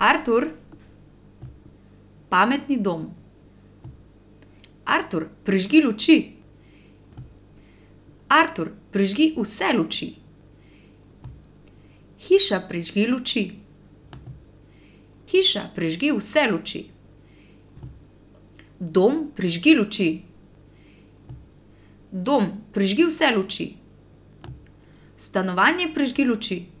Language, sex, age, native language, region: Slovenian, female, 30-49, Slovenian, Central Slovenia